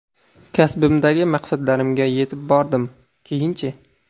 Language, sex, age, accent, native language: Uzbek, male, 18-24, Surxondaryo, Uzbek